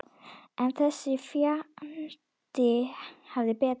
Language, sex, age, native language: Icelandic, female, 10, Icelandic